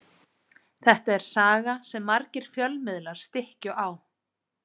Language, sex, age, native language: Icelandic, female, 30-39, Icelandic